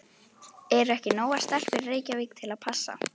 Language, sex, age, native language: Icelandic, female, 11, Icelandic